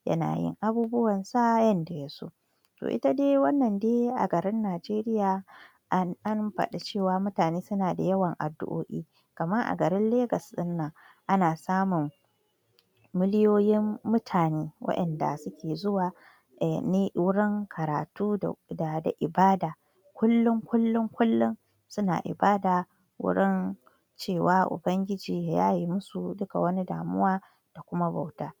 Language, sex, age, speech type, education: Hausa, female, 46-60, spontaneous, tertiary